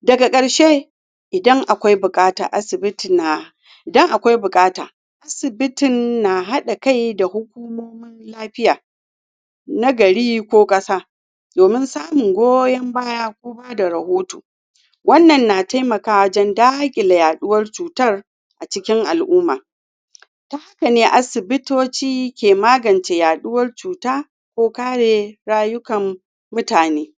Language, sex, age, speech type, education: Hausa, female, 46-60, spontaneous, tertiary